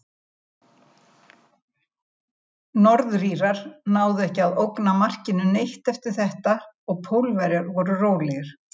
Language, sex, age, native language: Icelandic, female, 70-79, Icelandic